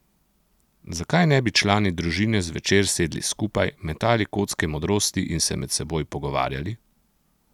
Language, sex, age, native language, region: Slovenian, male, 30-49, Slovenian, Central Slovenia